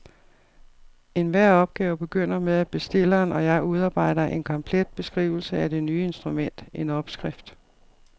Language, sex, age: Danish, female, 52